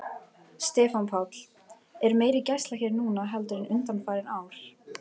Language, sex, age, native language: Icelandic, female, 18-19, Icelandic